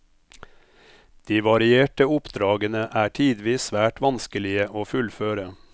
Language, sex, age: Norwegian, male, 57